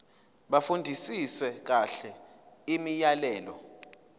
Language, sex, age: Zulu, male, 22